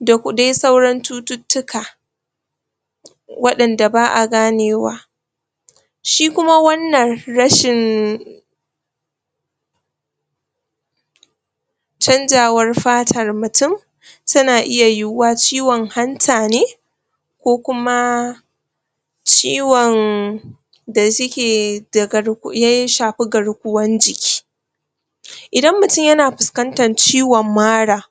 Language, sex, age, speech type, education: Hausa, female, 46-60, spontaneous, tertiary